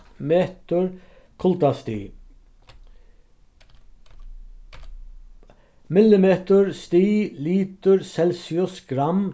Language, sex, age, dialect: Faroese, male, 36-60, Vágar